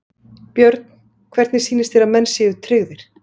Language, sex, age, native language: Icelandic, female, 40-49, Icelandic